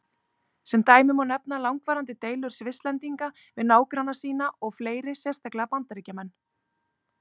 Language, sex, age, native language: Icelandic, female, 30-39, Icelandic